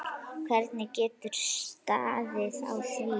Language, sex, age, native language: Icelandic, female, 9, Icelandic